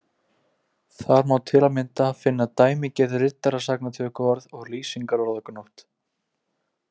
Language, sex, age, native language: Icelandic, male, 20-29, Icelandic